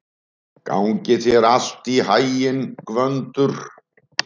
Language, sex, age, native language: Icelandic, male, 70-79, Icelandic